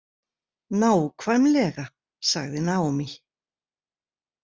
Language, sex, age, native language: Icelandic, female, 60-69, Icelandic